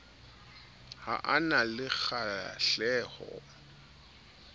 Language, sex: Southern Sotho, male